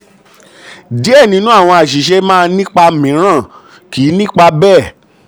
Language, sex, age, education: Yoruba, male, 30-45, tertiary